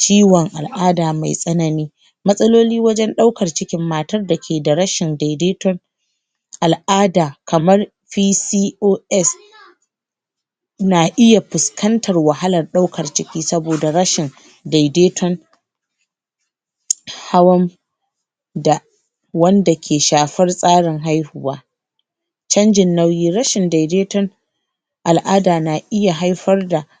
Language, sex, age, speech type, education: Hausa, female, 30-45, spontaneous, tertiary